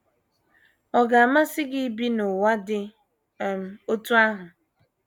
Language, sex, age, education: Igbo, female, 15-29, tertiary